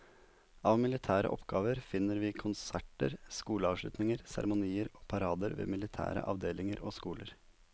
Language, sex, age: Norwegian, male, 27